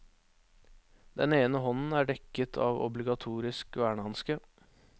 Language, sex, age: Norwegian, male, 21